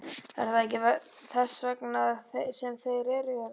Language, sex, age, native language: Icelandic, male, 12, Icelandic